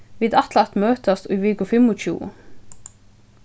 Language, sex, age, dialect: Faroese, female, 15-35, Suðurstreymoy